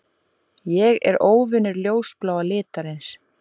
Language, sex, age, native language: Icelandic, female, 20-29, Icelandic